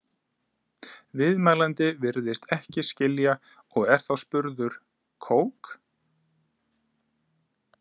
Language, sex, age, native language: Icelandic, male, 30-39, Icelandic